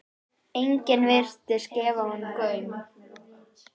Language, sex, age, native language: Icelandic, male, 10, Icelandic